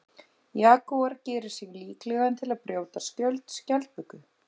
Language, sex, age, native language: Icelandic, female, 30-39, Icelandic